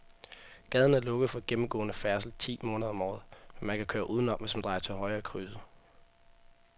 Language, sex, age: Danish, male, 18